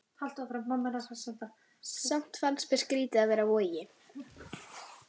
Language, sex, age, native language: Icelandic, female, 12, Icelandic